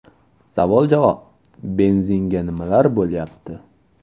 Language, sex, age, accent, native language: Uzbek, male, 18-24, Toshkent viloyati, Uzbek